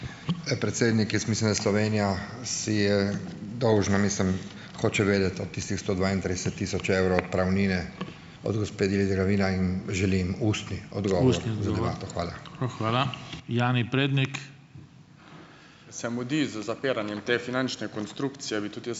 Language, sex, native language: Slovenian, male, Slovenian